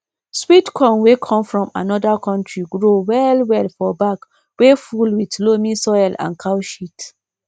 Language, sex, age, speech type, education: Nigerian Pidgin, female, 15-29, spontaneous, tertiary